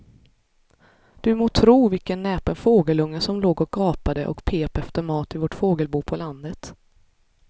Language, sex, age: Swedish, female, 33